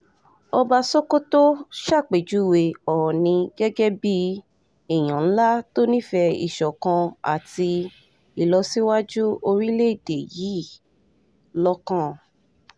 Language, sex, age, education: Yoruba, female, 15-29, tertiary